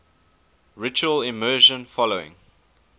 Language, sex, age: English, male, 19